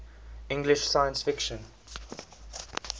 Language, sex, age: English, male, 20